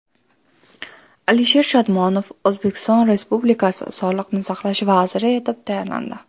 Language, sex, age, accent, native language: Uzbek, female, 18-24, Toshkent shahri, Uzbek